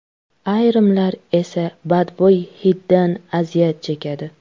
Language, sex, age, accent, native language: Uzbek, female, 25-34, Toshkent shahri, Uzbek